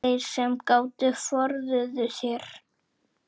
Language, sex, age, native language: Icelandic, male, 7, Icelandic